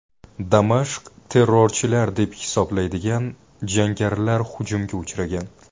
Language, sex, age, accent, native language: Uzbek, male, 19-29, Buxoro, Uzbek